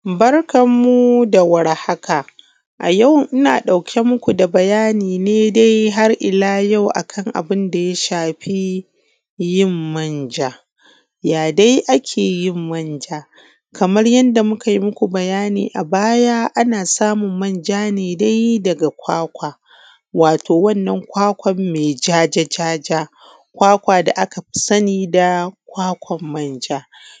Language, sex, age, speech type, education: Hausa, female, 30-45, spontaneous, primary